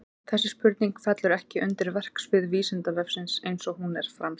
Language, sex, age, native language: Icelandic, female, 30-39, Icelandic